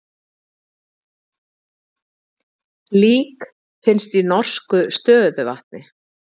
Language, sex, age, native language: Icelandic, female, 50-59, Icelandic